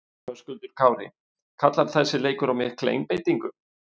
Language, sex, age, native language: Icelandic, male, 50-59, Icelandic